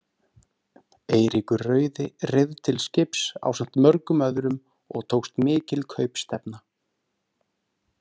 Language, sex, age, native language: Icelandic, male, 30-39, Icelandic